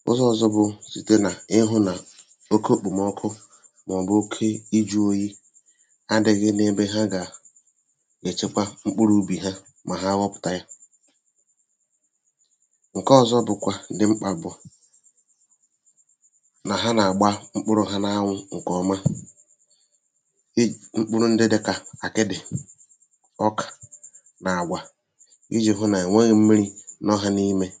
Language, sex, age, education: Igbo, male, 30-45, tertiary